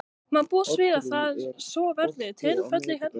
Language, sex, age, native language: Icelandic, other, 15, Icelandic